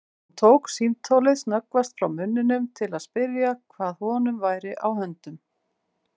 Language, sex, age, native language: Icelandic, female, 50-59, Icelandic